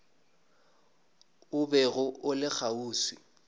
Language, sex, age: Northern Sotho, male, 26